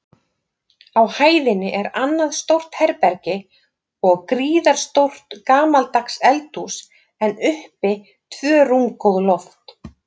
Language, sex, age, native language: Icelandic, female, 50-59, Icelandic